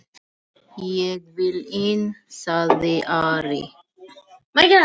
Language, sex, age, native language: Icelandic, female, 8, Filipino